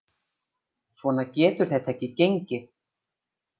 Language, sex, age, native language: Icelandic, female, 50-59, Icelandic